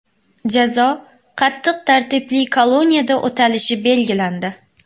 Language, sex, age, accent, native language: Uzbek, female, 19-29, Xorazm, Uzbek